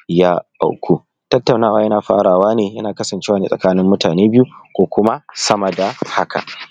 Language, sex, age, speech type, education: Hausa, male, 30-45, spontaneous, tertiary